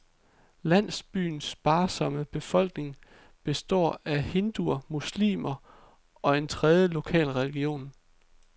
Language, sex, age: Danish, male, 33